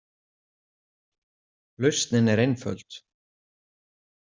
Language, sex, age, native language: Icelandic, male, 40-49, Icelandic